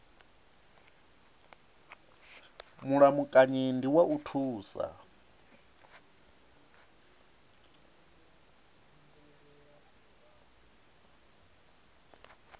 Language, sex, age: Venda, male, 37